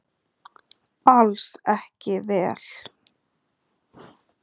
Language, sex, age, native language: Icelandic, female, 30-39, Icelandic